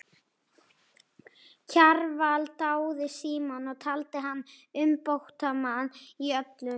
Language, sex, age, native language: Icelandic, male, 11, Icelandic